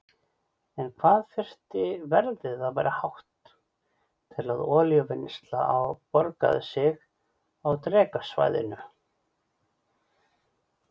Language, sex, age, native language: Icelandic, male, 40-49, Icelandic